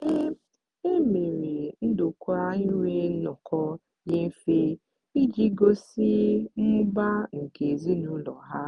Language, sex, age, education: Igbo, female, 15-29, tertiary